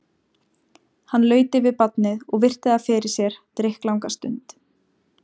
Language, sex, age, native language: Icelandic, female, 17, Icelandic